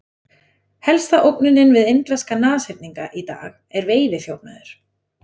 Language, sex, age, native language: Icelandic, female, 20-29, Icelandic